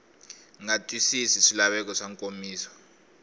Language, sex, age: Tsonga, male, 21